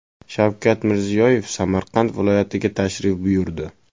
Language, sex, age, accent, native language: Uzbek, male, 18-24, Toshkent viloyati, Uzbek